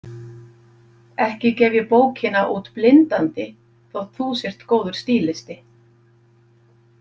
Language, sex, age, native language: Icelandic, female, 50-59, Icelandic